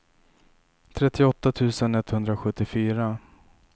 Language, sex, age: Swedish, male, 27